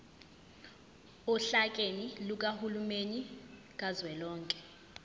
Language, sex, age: Zulu, female, 20